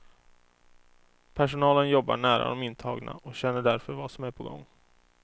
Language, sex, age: Swedish, male, 24